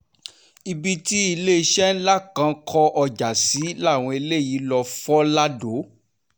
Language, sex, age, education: Yoruba, male, 15-29, tertiary